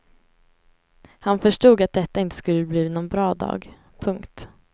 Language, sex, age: Swedish, female, 18